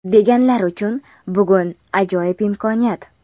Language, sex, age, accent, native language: Uzbek, female, under 19, Andijon, Uzbek